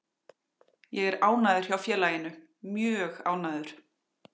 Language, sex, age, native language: Icelandic, female, 40-49, Icelandic